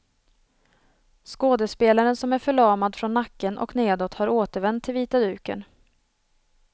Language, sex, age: Swedish, female, 27